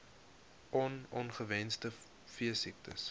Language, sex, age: Afrikaans, male, 21